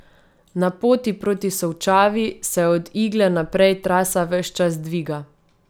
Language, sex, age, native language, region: Slovenian, female, 30-49, Slovenian, Savinja region